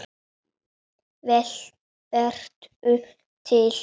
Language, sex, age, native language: Icelandic, male, 7, Icelandic